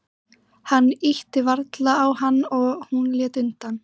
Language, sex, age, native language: Icelandic, female, 14, Icelandic